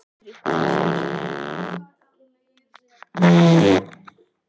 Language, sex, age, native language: Icelandic, male, 11, Icelandic